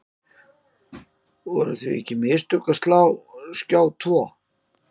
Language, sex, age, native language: Icelandic, male, 50-59, Icelandic